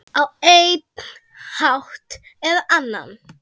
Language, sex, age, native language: Icelandic, female, 10, Icelandic